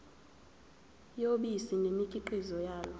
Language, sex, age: Zulu, female, 23